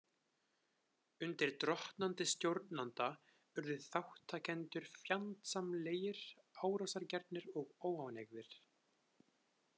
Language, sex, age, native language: Icelandic, male, 20-29, Icelandic